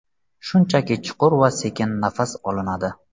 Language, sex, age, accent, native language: Uzbek, male, 25-34, Samarqand, Uzbek